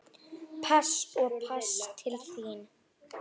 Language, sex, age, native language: Icelandic, female, 9, Icelandic